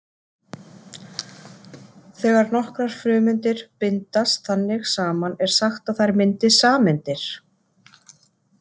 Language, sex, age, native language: Icelandic, female, 30-39, Icelandic